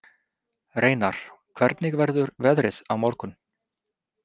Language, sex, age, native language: Icelandic, male, 30-39, Icelandic